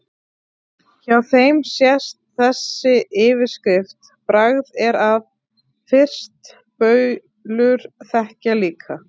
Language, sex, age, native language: Icelandic, female, 30-39, Icelandic